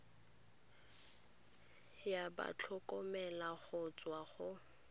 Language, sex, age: Tswana, female, 23